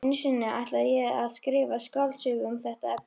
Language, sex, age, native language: Icelandic, female, 13, Icelandic